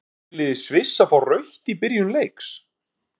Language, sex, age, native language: Icelandic, male, 30-39, Icelandic